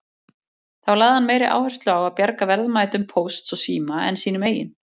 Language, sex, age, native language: Icelandic, female, 40-49, Icelandic